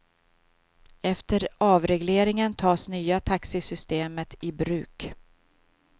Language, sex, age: Swedish, female, 52